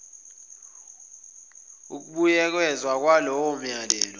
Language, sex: Zulu, male